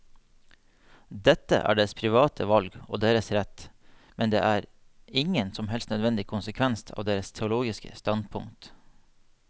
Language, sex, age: Norwegian, male, 30